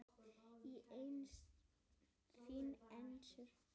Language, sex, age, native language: Icelandic, female, 10, Icelandic